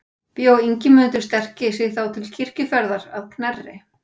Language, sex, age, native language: Icelandic, female, 40-49, Icelandic